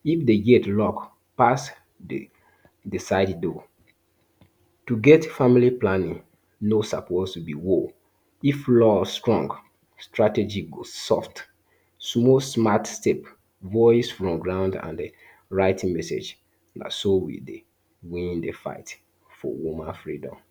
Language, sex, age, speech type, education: Nigerian Pidgin, male, 30-45, spontaneous, tertiary